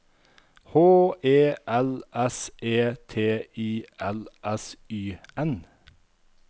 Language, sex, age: Norwegian, male, 51